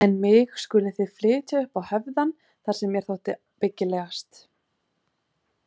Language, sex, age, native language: Icelandic, female, 30-39, Icelandic